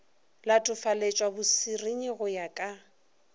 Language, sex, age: Northern Sotho, female, 24